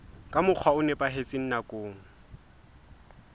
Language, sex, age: Southern Sotho, male, 20